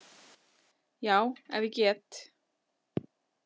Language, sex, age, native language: Icelandic, female, 40-49, Icelandic